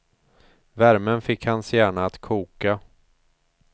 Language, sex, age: Swedish, male, 34